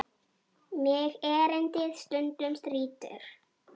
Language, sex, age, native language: Icelandic, female, 8, Icelandic